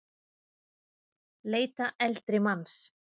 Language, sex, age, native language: Icelandic, female, 30-39, Icelandic